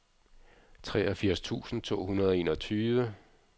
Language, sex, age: Danish, male, 46